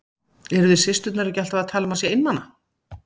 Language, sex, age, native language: Icelandic, female, 40-49, Icelandic